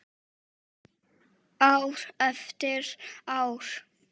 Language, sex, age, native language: Icelandic, female, 7, Czech